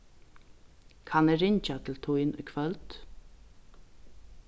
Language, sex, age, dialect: Faroese, female, 36-60, Vágar